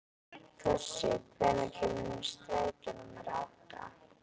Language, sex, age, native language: Icelandic, female, 11, Icelandic